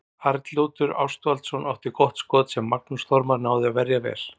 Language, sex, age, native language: Icelandic, male, 40-49, Icelandic